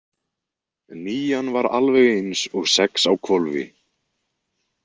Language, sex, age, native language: Icelandic, male, 20-29, Icelandic